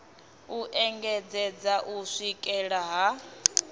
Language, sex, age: Venda, female, 24